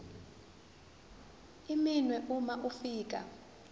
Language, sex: Zulu, female